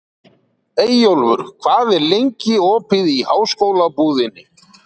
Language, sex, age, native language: Icelandic, male, 40-49, Icelandic